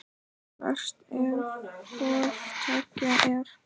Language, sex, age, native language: Icelandic, male, 10, Icelandic